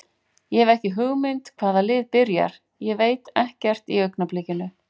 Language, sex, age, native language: Icelandic, female, 40-49, Icelandic